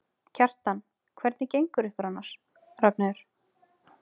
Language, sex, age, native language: Icelandic, female, 30-39, Icelandic